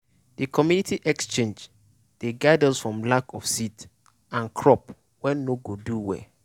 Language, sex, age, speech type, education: Nigerian Pidgin, male, 15-29, spontaneous, tertiary